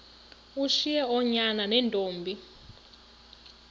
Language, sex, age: Xhosa, female, 35